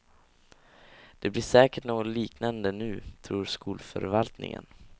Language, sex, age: Swedish, male, 16